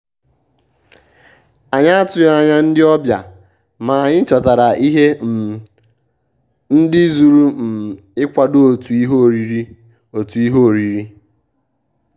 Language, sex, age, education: Igbo, male, 15-29, tertiary